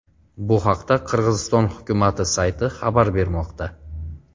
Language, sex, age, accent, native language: Uzbek, male, 35+, Farg'ona, Uzbek